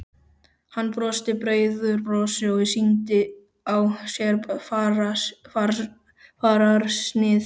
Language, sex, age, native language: Icelandic, male, 12, Icelandic